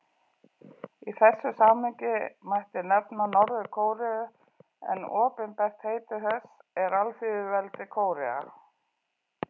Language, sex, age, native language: Icelandic, female, 40-49, Icelandic